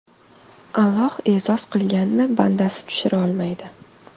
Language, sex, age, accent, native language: Uzbek, female, 25-34, Toshkent shahri, Uzbek